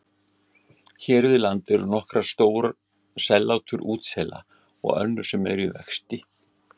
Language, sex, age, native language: Icelandic, male, 60-69, Icelandic